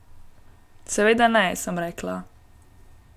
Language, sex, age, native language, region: Slovenian, female, 18-29, Slovenian, Gorenjska region